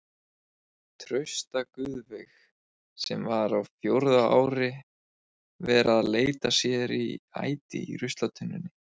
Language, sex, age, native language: Icelandic, male, 20-29, Icelandic